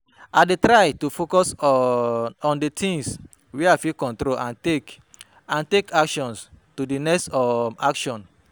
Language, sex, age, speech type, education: Nigerian Pidgin, male, 30-45, spontaneous, tertiary